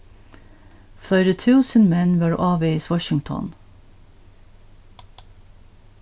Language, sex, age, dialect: Faroese, female, 61+, Norðurstreymoy/Eysturoy